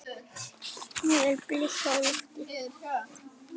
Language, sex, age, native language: Icelandic, male, 9, Icelandic